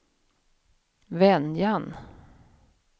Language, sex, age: Swedish, female, 50